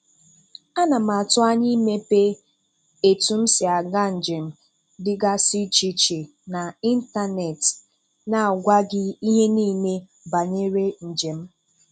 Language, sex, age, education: Igbo, female, 30-45, tertiary